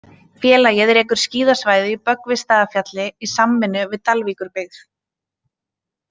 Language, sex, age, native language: Icelandic, female, 20-29, Icelandic